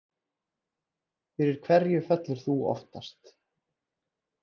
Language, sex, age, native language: Icelandic, male, 30-39, Icelandic